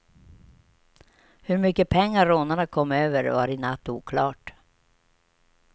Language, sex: Swedish, female